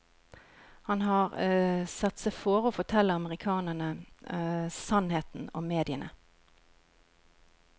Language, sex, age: Norwegian, female, 41